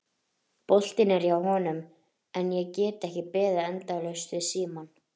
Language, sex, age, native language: Icelandic, female, 30-39, Icelandic